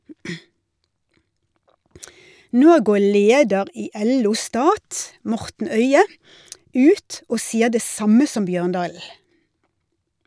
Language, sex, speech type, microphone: Norwegian, female, read, Shure